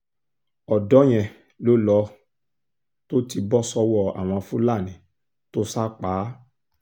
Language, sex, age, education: Yoruba, male, 46-60, tertiary